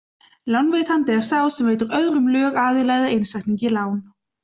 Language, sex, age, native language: Icelandic, other, 20-29, Icelandic